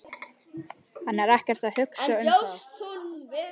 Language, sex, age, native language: Icelandic, male, 11, Icelandic